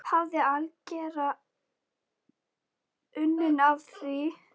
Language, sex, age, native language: Icelandic, female, 10, Icelandic